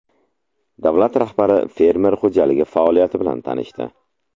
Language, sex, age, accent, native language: Uzbek, male, 25-34, Samarqand, Uzbek